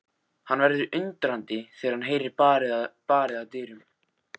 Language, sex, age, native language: Icelandic, male, 14, Icelandic